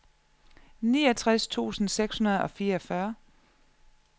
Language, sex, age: Danish, female, 34